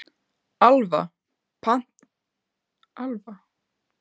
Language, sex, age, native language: Icelandic, female, 15, Icelandic